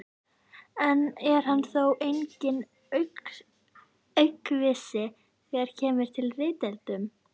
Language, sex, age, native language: Icelandic, female, 11, Icelandic